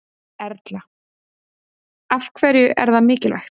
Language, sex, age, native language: Icelandic, female, 30-39, Icelandic